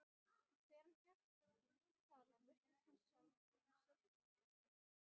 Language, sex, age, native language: Icelandic, female, 12, Icelandic